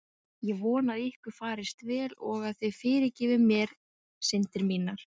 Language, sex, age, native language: Icelandic, female, 20-29, Icelandic